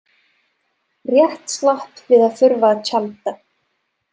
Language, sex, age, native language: Icelandic, female, 30-39, Serbo-Croatian